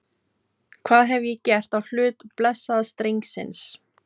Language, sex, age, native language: Icelandic, female, 40-49, Filipino